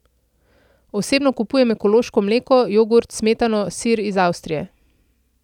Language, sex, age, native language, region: Slovenian, female, 30-49, Slovenian, Central Slovenia